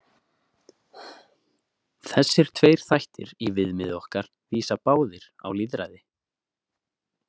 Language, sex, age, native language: Icelandic, male, 20-29, Icelandic